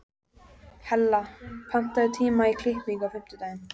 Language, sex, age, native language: Icelandic, female, 14, Icelandic